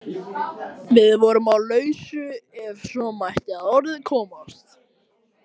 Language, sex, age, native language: Icelandic, male, 18-19, Icelandic